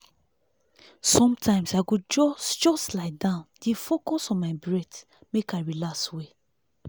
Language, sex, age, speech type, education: Nigerian Pidgin, female, 30-45, spontaneous, tertiary